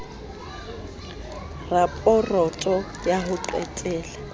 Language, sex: Southern Sotho, female